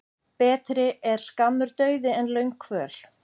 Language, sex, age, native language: Icelandic, female, 50-59, Icelandic